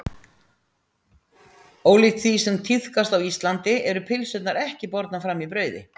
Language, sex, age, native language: Icelandic, female, 60-69, Icelandic